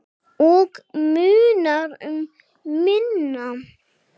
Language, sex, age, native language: Icelandic, female, 6, English